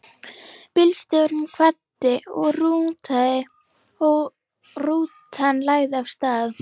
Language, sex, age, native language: Icelandic, female, 11, Icelandic